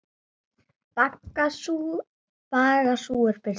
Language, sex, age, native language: Icelandic, female, 9, Icelandic